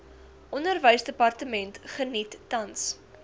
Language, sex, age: Afrikaans, female, 18